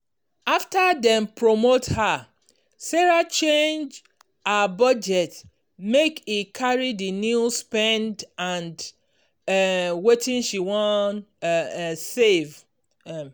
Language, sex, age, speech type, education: Nigerian Pidgin, female, 46-60, spontaneous, tertiary